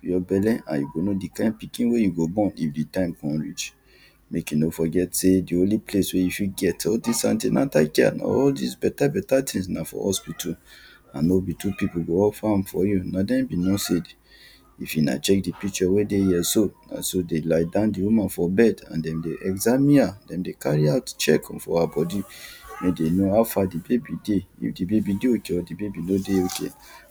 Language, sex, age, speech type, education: Nigerian Pidgin, male, 30-45, spontaneous, tertiary